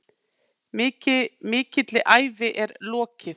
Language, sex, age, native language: Icelandic, female, 8, Icelandic